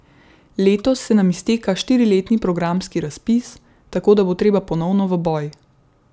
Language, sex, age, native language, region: Slovenian, female, 18-29, Slovenian, Central Slovenia